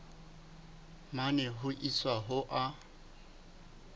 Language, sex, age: Southern Sotho, male, 29